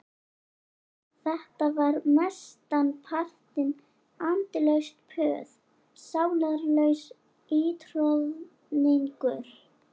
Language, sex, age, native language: Icelandic, female, 11, Icelandic